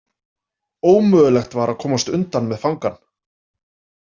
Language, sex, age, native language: Icelandic, male, 40-49, Icelandic